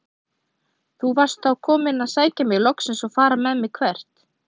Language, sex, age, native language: Icelandic, female, 30-39, Icelandic